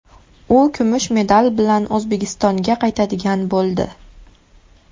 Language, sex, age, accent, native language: Uzbek, female, 19-29, Farg'ona, Uzbek